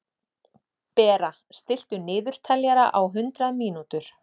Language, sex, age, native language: Icelandic, female, 30-39, Icelandic